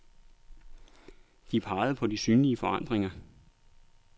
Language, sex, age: Danish, male, 39